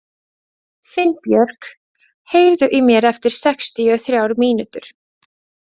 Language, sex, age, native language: Icelandic, female, 20-29, Latvian